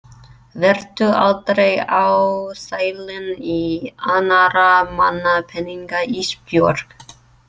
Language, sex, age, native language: Icelandic, female, 30-39, English